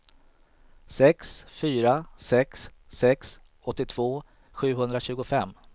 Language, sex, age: Swedish, male, 38